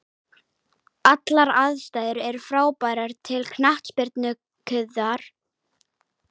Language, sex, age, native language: Icelandic, female, 18-19, Icelandic